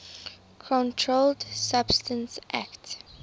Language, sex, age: English, female, 23